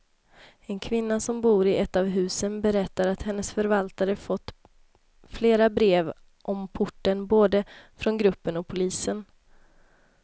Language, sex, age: Swedish, female, 26